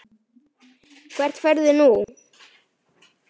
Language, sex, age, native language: Icelandic, male, 9, Icelandic